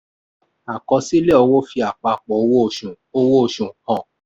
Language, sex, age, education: Yoruba, male, 46-60, tertiary